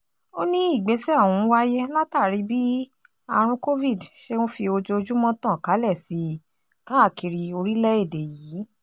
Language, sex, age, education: Yoruba, female, 15-29, tertiary